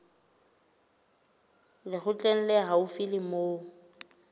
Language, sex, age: Southern Sotho, female, 29